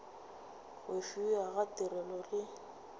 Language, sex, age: Northern Sotho, female, 27